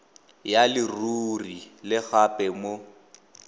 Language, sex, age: Tswana, male, 18